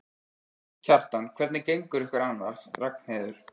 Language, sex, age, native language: Icelandic, male, 13, Icelandic